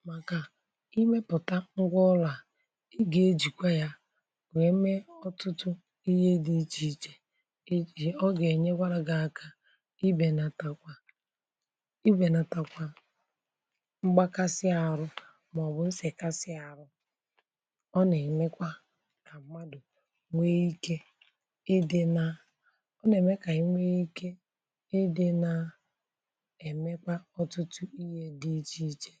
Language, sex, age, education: Igbo, male, 30-45, tertiary